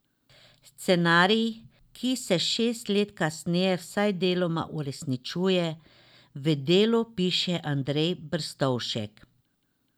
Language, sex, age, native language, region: Slovenian, female, 50-59, Slovenian, Drava region